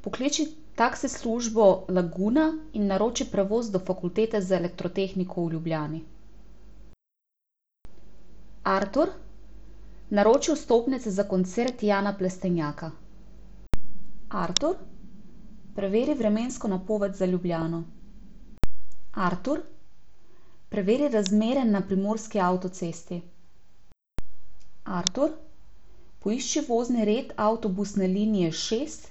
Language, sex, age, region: Slovenian, female, 18-29, Abroad